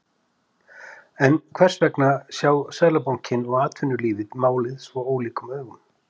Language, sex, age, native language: Icelandic, male, 50-59, Icelandic